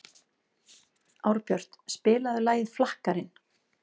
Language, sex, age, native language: Icelandic, female, 40-49, Icelandic